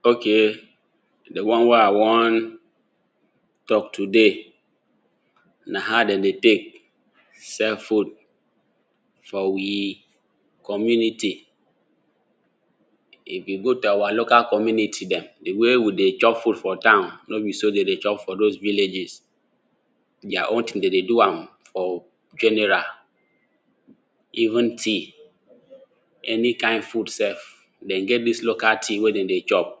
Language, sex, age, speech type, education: Nigerian Pidgin, male, 15-29, spontaneous, tertiary